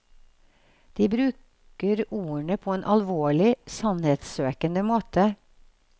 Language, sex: Norwegian, female